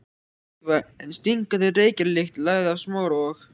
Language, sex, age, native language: Icelandic, male, 14, Icelandic